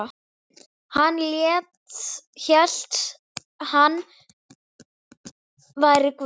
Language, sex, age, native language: Icelandic, male, 8, Icelandic